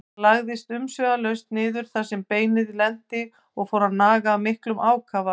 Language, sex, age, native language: Icelandic, female, 50-59, Icelandic